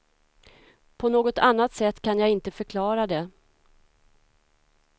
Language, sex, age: Swedish, female, 46